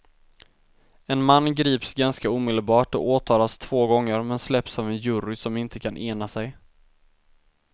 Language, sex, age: Swedish, male, 19